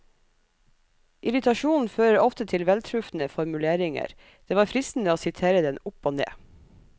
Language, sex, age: Norwegian, female, 37